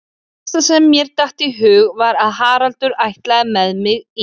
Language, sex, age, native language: Icelandic, female, 40-49, Icelandic